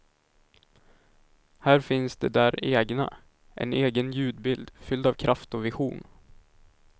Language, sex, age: Swedish, male, 19